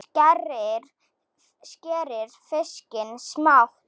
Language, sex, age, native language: Icelandic, female, 7, Slovak